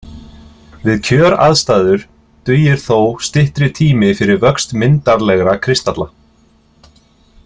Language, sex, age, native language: Icelandic, male, 30-39, Icelandic